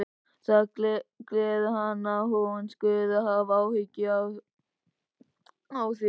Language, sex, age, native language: Icelandic, male, 13, Icelandic